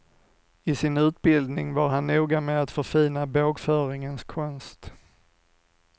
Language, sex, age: Swedish, male, 45